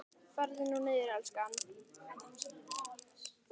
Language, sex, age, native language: Icelandic, female, 10, Icelandic